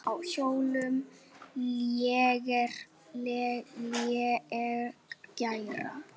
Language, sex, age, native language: Icelandic, male, 8, Icelandic